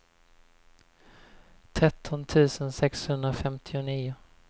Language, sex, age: Swedish, male, 20